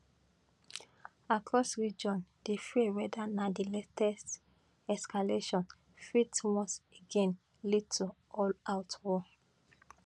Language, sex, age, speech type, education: Nigerian Pidgin, female, 15-29, spontaneous, tertiary